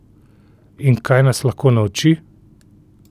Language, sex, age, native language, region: Slovenian, male, 30-49, Slovenian, Central Slovenia